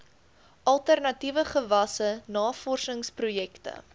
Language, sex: Afrikaans, female